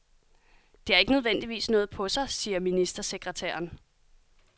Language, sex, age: Danish, female, 30